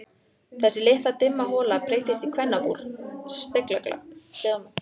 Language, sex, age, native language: Icelandic, female, 14, Icelandic